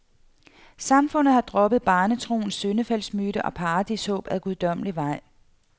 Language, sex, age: Danish, female, 48